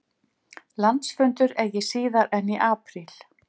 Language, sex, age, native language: Icelandic, female, 50-59, Icelandic